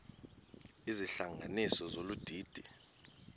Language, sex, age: Xhosa, male, 19